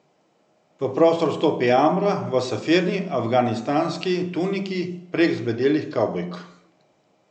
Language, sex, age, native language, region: Slovenian, male, 50-59, Slovenian, Central Slovenia